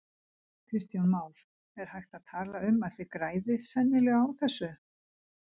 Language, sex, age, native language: Icelandic, female, 60-69, Icelandic